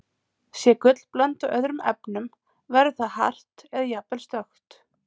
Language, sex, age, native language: Icelandic, female, 30-39, Icelandic